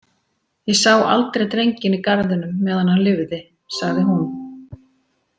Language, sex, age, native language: Icelandic, female, 40-49, Icelandic